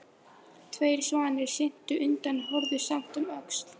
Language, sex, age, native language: Icelandic, female, 13, Icelandic